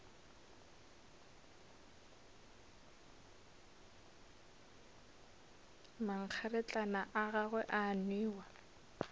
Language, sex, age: Northern Sotho, female, 26